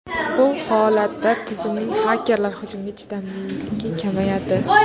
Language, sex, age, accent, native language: Uzbek, female, under 19, Navoiy, Uzbek